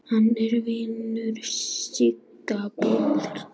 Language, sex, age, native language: Icelandic, male, 8, Icelandic